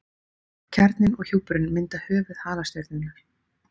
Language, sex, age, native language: Icelandic, female, 30-39, Icelandic